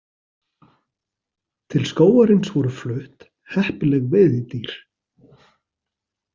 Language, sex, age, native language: Icelandic, male, 40-49, Icelandic